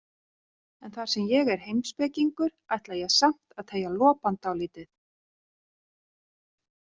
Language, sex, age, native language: Icelandic, female, 40-49, Icelandic